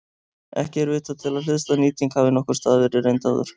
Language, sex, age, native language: Icelandic, male, 30-39, Icelandic